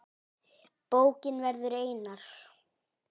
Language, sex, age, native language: Icelandic, male, 10, Icelandic